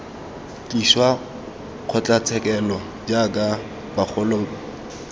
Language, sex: Tswana, male